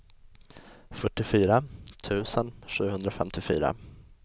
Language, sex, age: Swedish, male, 20